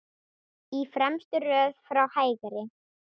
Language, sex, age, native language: Icelandic, female, 10, Icelandic